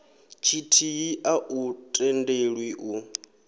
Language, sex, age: Venda, male, 23